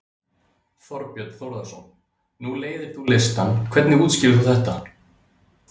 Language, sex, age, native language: Icelandic, male, 30-39, Icelandic